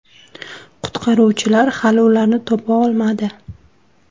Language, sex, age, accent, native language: Uzbek, female, 19-29, Surxondaryo, Uzbek